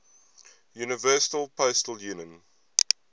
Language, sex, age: English, male, 22